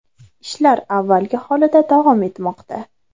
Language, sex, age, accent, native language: Uzbek, female, under 19, Andijon, Uzbek